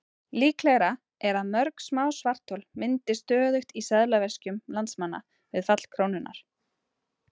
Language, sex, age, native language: Icelandic, female, 30-39, Icelandic